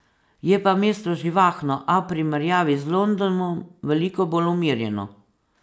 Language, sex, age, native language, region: Slovenian, female, 50-59, Slovenian, Savinja region